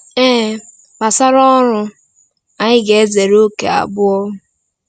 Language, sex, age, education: Igbo, female, 15-29, tertiary